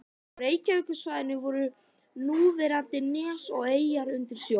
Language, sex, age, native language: Icelandic, female, 11, Icelandic